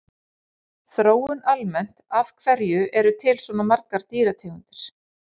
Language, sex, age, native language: Icelandic, female, 40-49, Icelandic